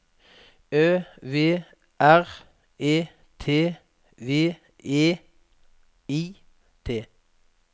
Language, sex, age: Norwegian, male, 46